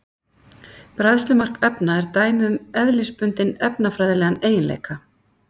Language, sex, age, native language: Icelandic, female, 50-59, Icelandic